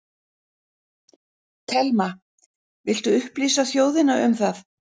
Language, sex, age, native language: Icelandic, female, 60-69, Icelandic